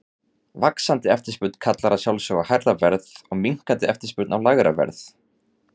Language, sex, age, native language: Icelandic, male, 30-39, Icelandic